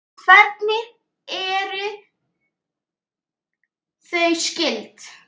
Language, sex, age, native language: Icelandic, male, 9, Icelandic